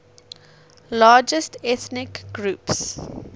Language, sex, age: English, female, 19